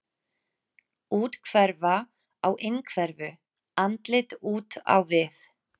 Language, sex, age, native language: Icelandic, female, 30-39, Icelandic